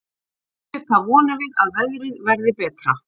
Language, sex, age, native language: Icelandic, female, 30-39, Icelandic